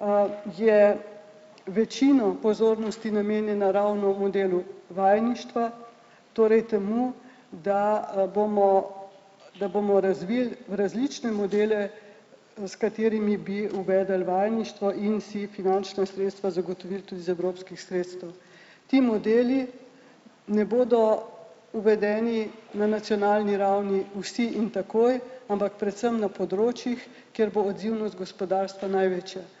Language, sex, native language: Slovenian, male, Slovenian